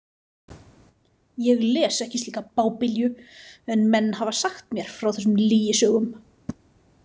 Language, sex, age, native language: Icelandic, female, 30-39, Icelandic